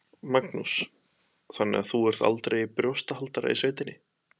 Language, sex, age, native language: Icelandic, male, 20-29, Icelandic